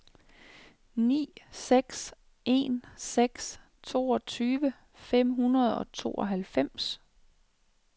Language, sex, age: Danish, female, 36